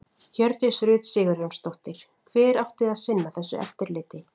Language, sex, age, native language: Icelandic, female, 40-49, Icelandic